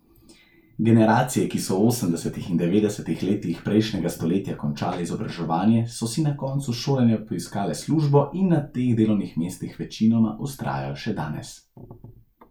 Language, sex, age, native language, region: Slovenian, male, 18-29, Slovenian, Central Slovenia